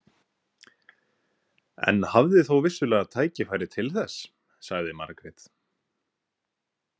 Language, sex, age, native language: Icelandic, male, 18-19, Icelandic